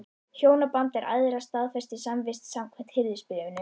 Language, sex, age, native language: Icelandic, female, 11, Icelandic